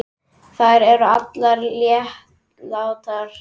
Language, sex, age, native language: Icelandic, male, 10, Icelandic